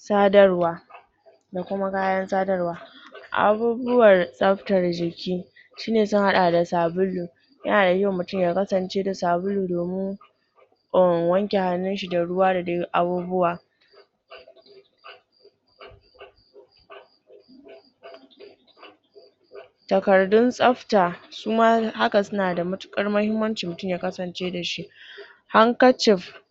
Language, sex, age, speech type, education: Hausa, female, 30-45, spontaneous, tertiary